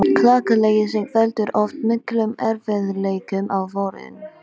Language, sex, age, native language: Icelandic, female, 12, Icelandic